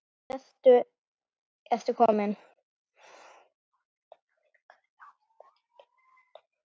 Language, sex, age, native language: Icelandic, female, 9, Icelandic